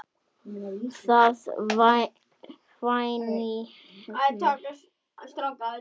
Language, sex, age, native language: Icelandic, male, 9, Icelandic